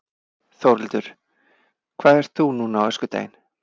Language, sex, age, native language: Icelandic, male, 40-49, Icelandic